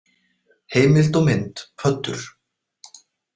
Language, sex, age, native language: Icelandic, male, 40-49, Icelandic